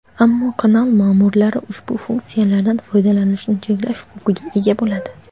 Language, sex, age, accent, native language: Uzbek, female, under 19, Xorazm, Uzbek